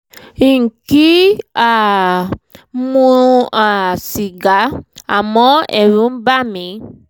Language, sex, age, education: Yoruba, female, 15-29, primary